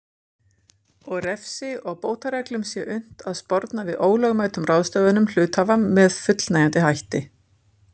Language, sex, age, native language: Icelandic, female, 50-59, Icelandic